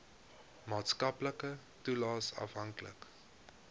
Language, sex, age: Afrikaans, male, 21